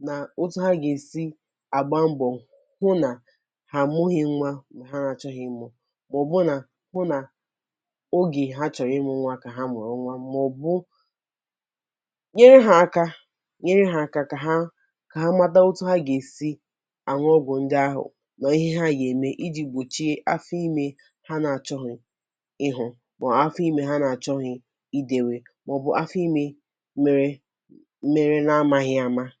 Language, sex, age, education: Igbo, female, 15-29, tertiary